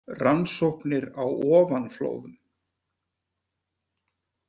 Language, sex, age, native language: Icelandic, male, 50-59, Icelandic